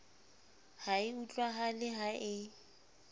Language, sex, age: Southern Sotho, female, 25